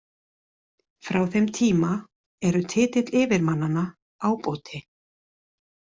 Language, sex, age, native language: Icelandic, female, 40-49, Icelandic